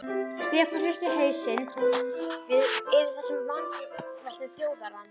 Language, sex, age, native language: Icelandic, female, 11, Icelandic